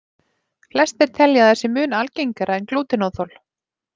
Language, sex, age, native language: Icelandic, female, 30-39, Icelandic